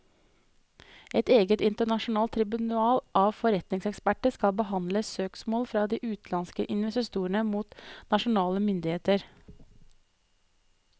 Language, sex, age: Norwegian, female, 30